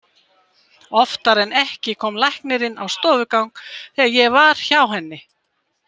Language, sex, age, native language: Icelandic, female, 20-29, Icelandic